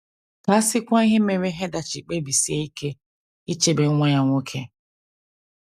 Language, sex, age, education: Igbo, female, 30-45, tertiary